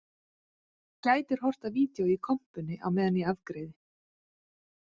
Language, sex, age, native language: Icelandic, female, 40-49, Icelandic